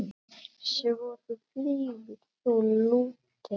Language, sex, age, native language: Icelandic, male, 8, Icelandic